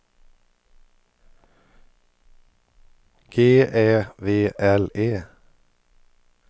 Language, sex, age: Swedish, male, 50